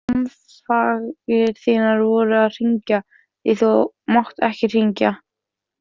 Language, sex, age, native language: Icelandic, female, 14, Icelandic